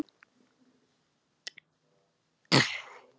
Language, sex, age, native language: Icelandic, male, 10, Icelandic